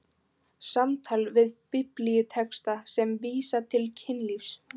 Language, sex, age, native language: Icelandic, female, 15, Icelandic